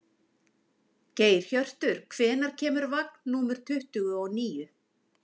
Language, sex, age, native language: Icelandic, female, 50-59, Icelandic